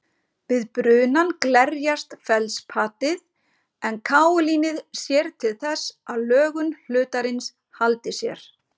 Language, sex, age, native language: Icelandic, female, 50-59, Icelandic